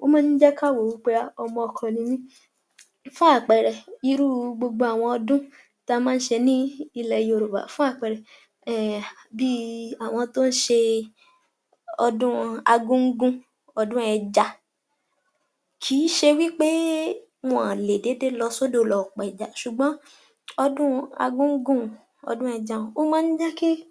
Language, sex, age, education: Yoruba, female, 46-60, tertiary